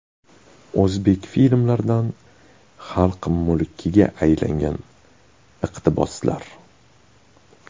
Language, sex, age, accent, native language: Uzbek, male, 18-24, Qashqadaryo, Uzbek